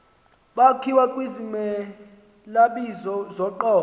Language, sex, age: Xhosa, male, 19